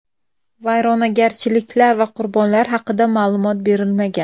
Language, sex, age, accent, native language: Uzbek, female, 25-34, Samarqand, Uzbek